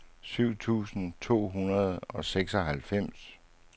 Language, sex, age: Danish, male, 59